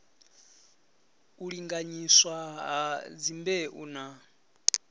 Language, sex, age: Venda, male, 34